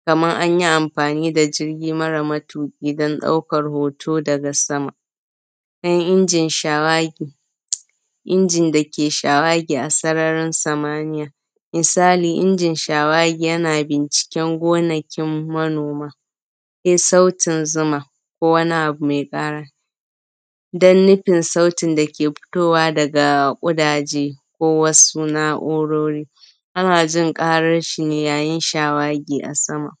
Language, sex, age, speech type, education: Hausa, female, 15-29, spontaneous, primary